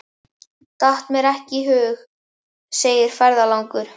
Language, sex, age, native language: Icelandic, male, 11, Icelandic